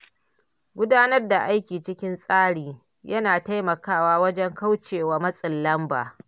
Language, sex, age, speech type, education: Hausa, female, 60+, read, primary